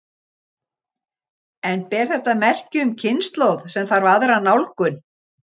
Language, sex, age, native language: Icelandic, other, 60-69, Icelandic